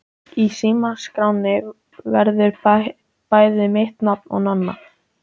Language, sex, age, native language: Icelandic, male, 14, Icelandic